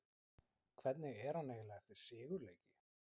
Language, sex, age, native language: Icelandic, male, 20-29, Icelandic